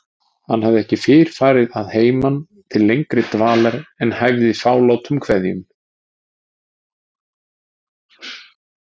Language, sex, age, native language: Icelandic, male, 40-49, Icelandic